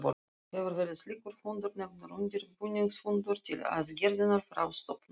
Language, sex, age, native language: Icelandic, female, 40-49, Russian